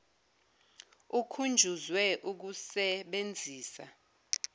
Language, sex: Zulu, female